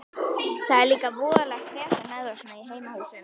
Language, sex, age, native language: Icelandic, female, 11, Icelandic